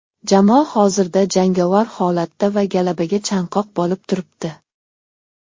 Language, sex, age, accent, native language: Uzbek, male, 19-29, Xorazm, Uzbek